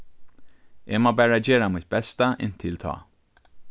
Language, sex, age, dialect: Faroese, male, 36-60, Norðurstreymoy/Eysturoy